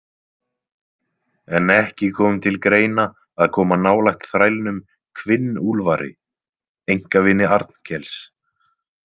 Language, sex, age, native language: Icelandic, male, 20-29, Icelandic